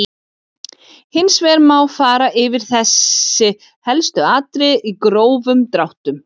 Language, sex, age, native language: Icelandic, female, 40-49, Icelandic